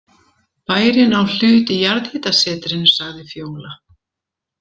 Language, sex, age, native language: Icelandic, female, 70-79, Icelandic